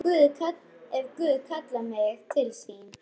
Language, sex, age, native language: Icelandic, female, 12, Icelandic